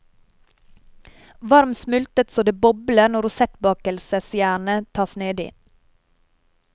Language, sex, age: Norwegian, female, 30